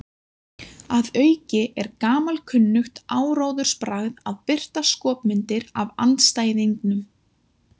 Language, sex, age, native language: Icelandic, female, 20-29, Icelandic